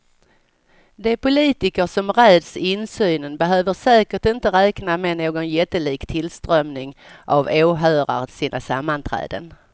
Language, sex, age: Swedish, female, 55